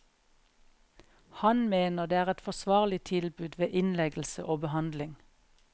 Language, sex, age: Norwegian, female, 41